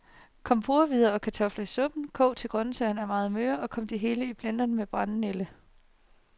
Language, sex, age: Danish, female, 30